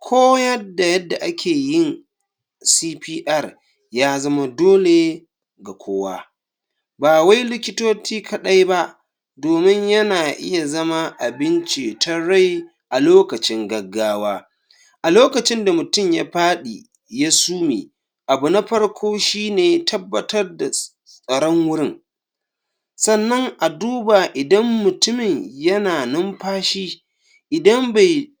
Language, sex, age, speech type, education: Hausa, male, 46-60, spontaneous, tertiary